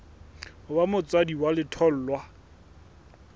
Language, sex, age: Southern Sotho, male, 21